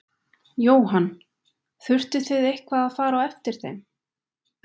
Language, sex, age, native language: Icelandic, female, 20-29, Icelandic